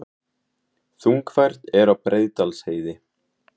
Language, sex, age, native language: Icelandic, male, 18-19, Icelandic